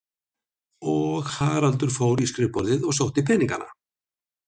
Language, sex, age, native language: Icelandic, male, 60-69, Icelandic